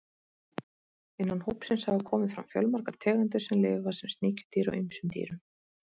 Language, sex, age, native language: Icelandic, female, 30-39, Icelandic